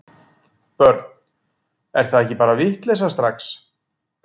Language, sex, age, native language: Icelandic, male, 40-49, Icelandic